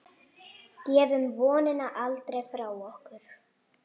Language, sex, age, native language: Icelandic, female, 8, Icelandic